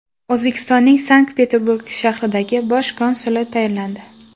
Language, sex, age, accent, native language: Uzbek, female, 18-24, Qashqadaryo, Uzbek